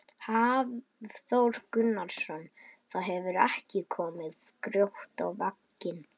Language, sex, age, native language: Icelandic, male, 11, Icelandic